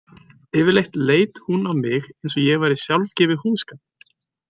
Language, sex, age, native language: Icelandic, male, 20-29, Icelandic